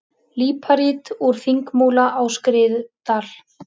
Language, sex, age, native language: Icelandic, female, 30-39, Icelandic